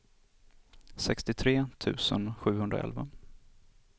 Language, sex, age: Swedish, male, 27